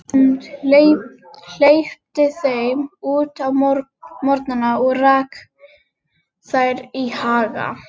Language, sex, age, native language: Icelandic, female, 30-39, Icelandic